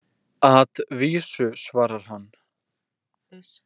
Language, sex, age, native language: Icelandic, male, 18-19, Icelandic